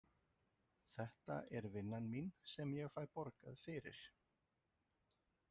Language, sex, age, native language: Icelandic, male, 30-39, Icelandic